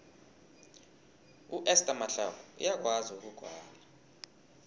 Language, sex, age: South Ndebele, male, 20